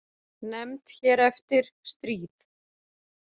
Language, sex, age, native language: Icelandic, female, 40-49, Icelandic